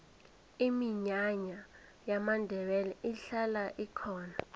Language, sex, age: South Ndebele, female, 20